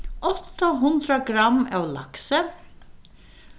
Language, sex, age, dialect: Faroese, female, 61+, Suðurstreymoy